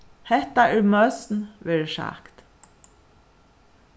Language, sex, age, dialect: Faroese, female, 36-60, Suðuroy